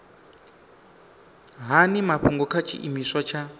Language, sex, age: Venda, male, 25